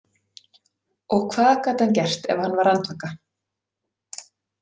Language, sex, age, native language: Icelandic, female, 40-49, Icelandic